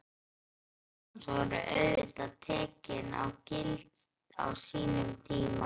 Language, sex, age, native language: Icelandic, male, 12, Icelandic